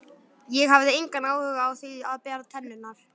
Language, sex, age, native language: Icelandic, male, 11, Icelandic